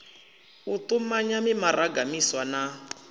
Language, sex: Venda, male